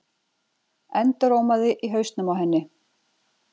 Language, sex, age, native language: Icelandic, female, 40-49, Icelandic